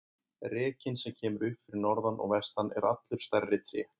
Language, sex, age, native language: Icelandic, male, 20-29, Icelandic